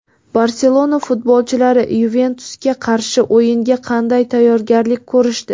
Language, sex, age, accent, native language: Uzbek, female, 18-24, Navoiy, Uzbek